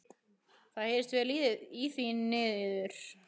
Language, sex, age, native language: Icelandic, female, 15, Icelandic